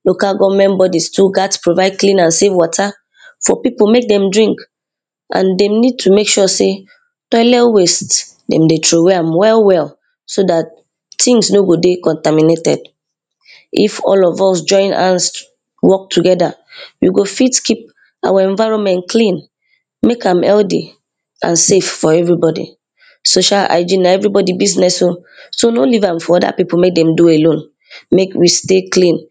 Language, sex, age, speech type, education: Nigerian Pidgin, female, 15-29, spontaneous, primary